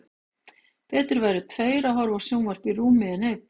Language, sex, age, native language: Icelandic, female, 50-59, Icelandic